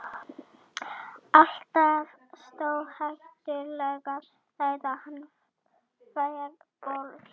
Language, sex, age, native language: Icelandic, female, 40-49, Icelandic